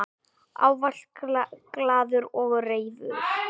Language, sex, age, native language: Icelandic, female, 9, Icelandic